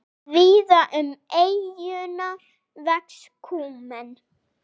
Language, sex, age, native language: Icelandic, female, 8, Icelandic